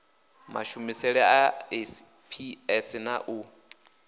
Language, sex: Venda, male